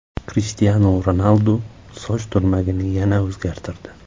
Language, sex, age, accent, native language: Uzbek, male, 25-34, Samarqand, Uzbek